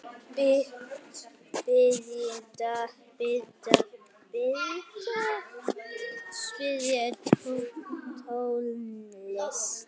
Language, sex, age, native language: Icelandic, female, 40-49, Icelandic